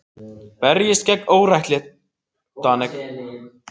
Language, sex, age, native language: Icelandic, other, 18-19, Icelandic